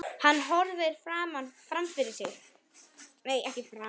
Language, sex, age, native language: Icelandic, female, 8, Icelandic